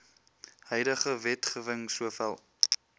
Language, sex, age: Afrikaans, male, 21